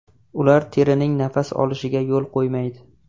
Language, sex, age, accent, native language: Uzbek, male, 18-24, Jizzax, Uzbek